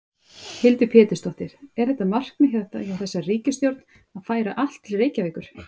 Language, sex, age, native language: Icelandic, female, 30-39, Icelandic